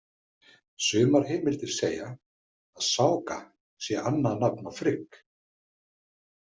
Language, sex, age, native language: Icelandic, male, 50-59, Icelandic